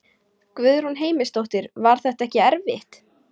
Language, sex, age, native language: Icelandic, female, 18-19, Icelandic